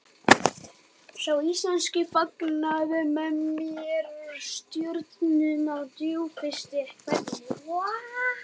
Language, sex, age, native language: Icelandic, male, 12, Icelandic